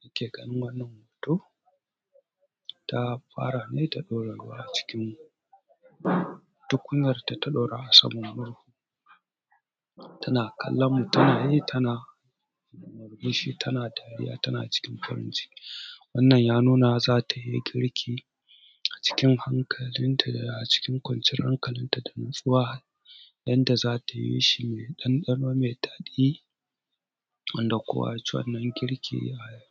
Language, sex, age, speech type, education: Hausa, male, 30-45, spontaneous, tertiary